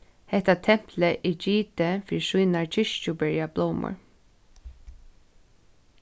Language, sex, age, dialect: Faroese, female, 15-35, Suðurstreymoy